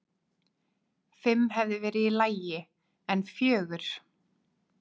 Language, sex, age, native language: Icelandic, female, 20-29, Icelandic